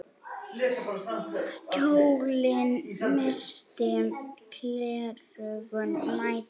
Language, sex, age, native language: Icelandic, female, 8, Icelandic